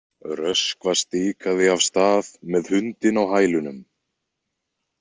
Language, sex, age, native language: Icelandic, male, 20-29, Icelandic